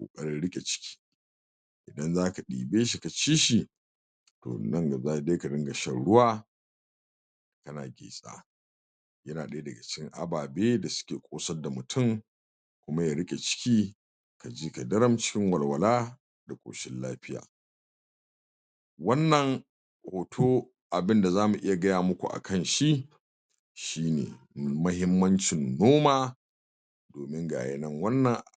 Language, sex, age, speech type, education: Hausa, male, 46-60, spontaneous, tertiary